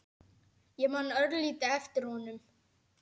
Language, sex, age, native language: Icelandic, male, 10, Icelandic